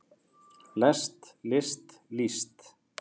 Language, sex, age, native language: Icelandic, male, 50-59, Icelandic